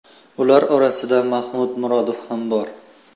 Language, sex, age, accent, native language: Uzbek, male, 18-24, Farg'ona, Uzbek